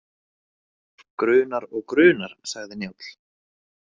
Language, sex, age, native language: Icelandic, male, 30-39, Icelandic